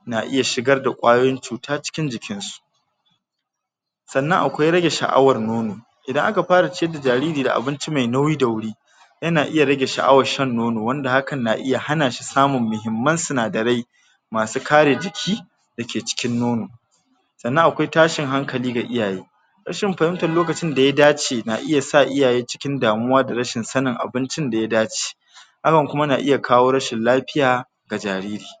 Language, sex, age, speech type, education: Hausa, male, 46-60, spontaneous, tertiary